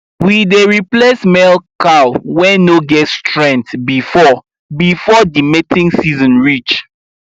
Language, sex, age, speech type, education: Nigerian Pidgin, male, 15-29, spontaneous, tertiary